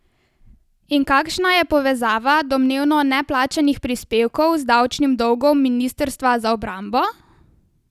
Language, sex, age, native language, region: Slovenian, female, 18-29, Slovenian, Savinja region